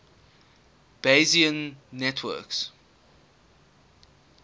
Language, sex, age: English, male, 19